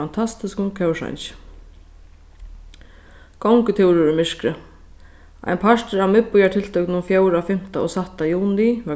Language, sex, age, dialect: Faroese, female, 15-35, Sandoy